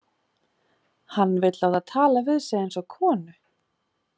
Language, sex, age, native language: Icelandic, female, 30-39, Icelandic